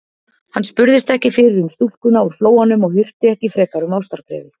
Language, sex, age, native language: Icelandic, female, 50-59, Icelandic